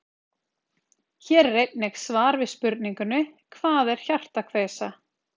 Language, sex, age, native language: Icelandic, female, 30-39, Icelandic